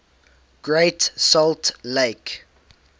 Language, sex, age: English, male, 18